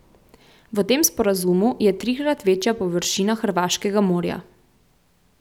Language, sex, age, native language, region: Slovenian, female, 18-29, Slovenian, Central Slovenia